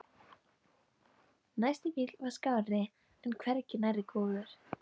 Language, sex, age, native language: Icelandic, female, 12, Icelandic